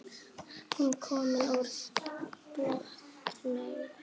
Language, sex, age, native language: Icelandic, female, 8, Icelandic